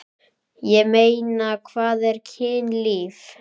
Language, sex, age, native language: Icelandic, male, 10, Icelandic